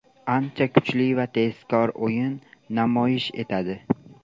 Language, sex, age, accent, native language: Uzbek, male, 18-24, Andijon, Uzbek